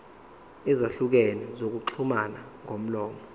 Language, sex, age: Zulu, male, 21